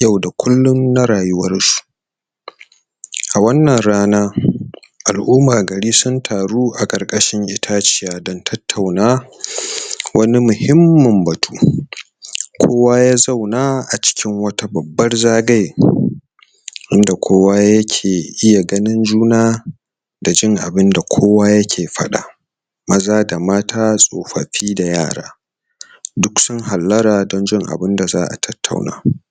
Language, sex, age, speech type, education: Hausa, male, 30-45, spontaneous, tertiary